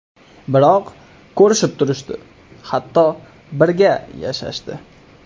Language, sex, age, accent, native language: Uzbek, male, 18-24, Qoraqalpog'iston, Uzbek